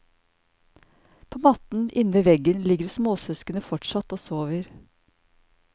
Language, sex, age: Norwegian, male, 54